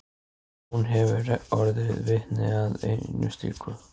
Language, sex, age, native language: Icelandic, male, 14, Icelandic